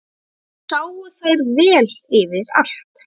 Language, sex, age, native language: Icelandic, female, 12, Icelandic